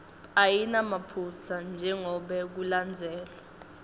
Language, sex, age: Swati, female, 19